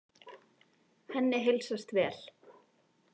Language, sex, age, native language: Icelandic, female, 18-19, Icelandic